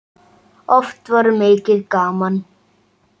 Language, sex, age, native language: Icelandic, male, 7, Icelandic